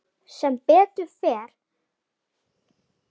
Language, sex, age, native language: Icelandic, female, 11, Icelandic